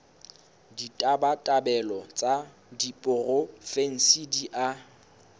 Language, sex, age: Southern Sotho, male, 22